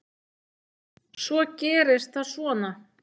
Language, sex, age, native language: Icelandic, female, 9, Icelandic